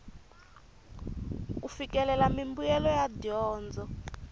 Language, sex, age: Tsonga, female, 24